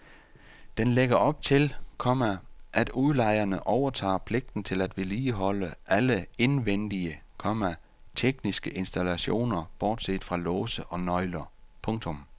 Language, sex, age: Danish, male, 48